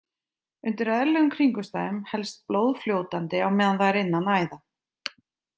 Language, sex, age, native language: Icelandic, female, 30-39, Icelandic